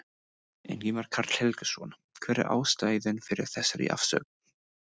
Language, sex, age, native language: Icelandic, male, 20-29, English